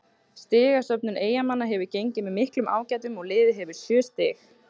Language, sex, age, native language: Icelandic, female, 18-19, Icelandic